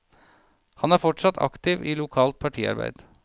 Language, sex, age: Norwegian, male, 37